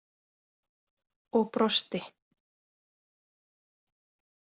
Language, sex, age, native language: Icelandic, female, 20-29, Icelandic